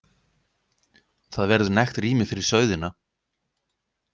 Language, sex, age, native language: Icelandic, male, 50-59, Icelandic